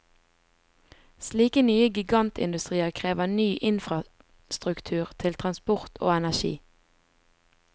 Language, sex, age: Norwegian, female, 20